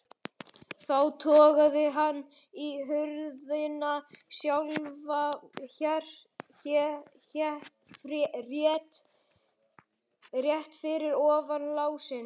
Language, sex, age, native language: Icelandic, male, 11, Icelandic